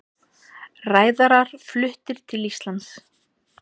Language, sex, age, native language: Icelandic, female, 30-39, Icelandic